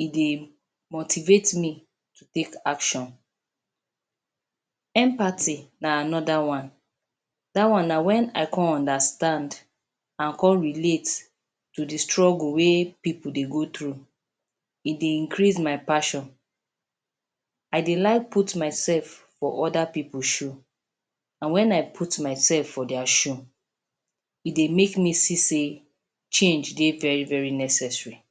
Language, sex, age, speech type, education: Nigerian Pidgin, female, 30-45, spontaneous, tertiary